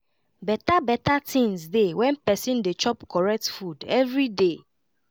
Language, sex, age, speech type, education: Nigerian Pidgin, female, 15-29, spontaneous, tertiary